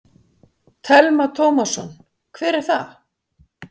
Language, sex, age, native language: Icelandic, female, 60-69, Icelandic